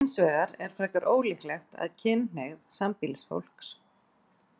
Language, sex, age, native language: Icelandic, female, 40-49, Icelandic